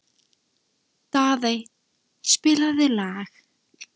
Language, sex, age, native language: Icelandic, female, 13, Icelandic